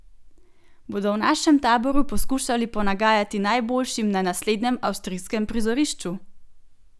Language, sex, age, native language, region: Slovenian, female, 18-29, Slovenian, Gorenjska region